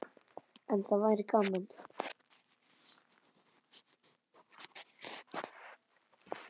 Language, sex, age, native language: Icelandic, male, 10, Icelandic